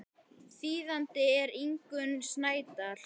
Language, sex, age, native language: Icelandic, male, 10, Icelandic